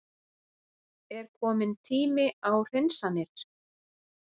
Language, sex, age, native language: Icelandic, female, 40-49, Icelandic